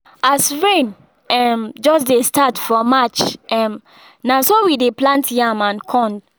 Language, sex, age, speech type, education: Nigerian Pidgin, female, 15-29, spontaneous, secondary